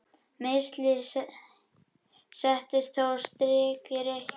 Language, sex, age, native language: Icelandic, male, 21, Icelandic